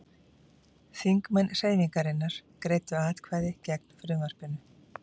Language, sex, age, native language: Icelandic, female, 50-59, Icelandic